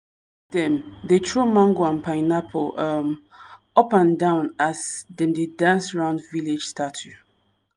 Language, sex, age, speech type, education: Nigerian Pidgin, female, 30-45, spontaneous, tertiary